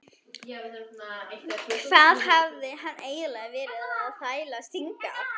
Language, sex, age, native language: Icelandic, female, 11, German